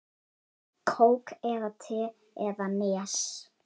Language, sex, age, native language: Icelandic, female, 8, Icelandic